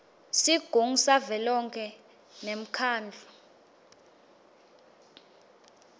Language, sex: Swati, female